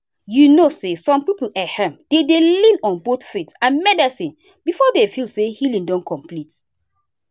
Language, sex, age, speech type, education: Nigerian Pidgin, female, 30-45, spontaneous, tertiary